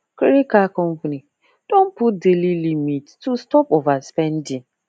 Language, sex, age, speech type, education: Nigerian Pidgin, female, 15-29, spontaneous, tertiary